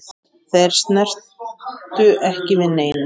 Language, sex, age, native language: Icelandic, male, 7, Icelandic